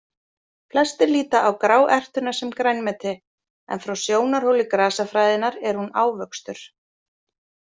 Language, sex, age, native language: Icelandic, female, 40-49, Icelandic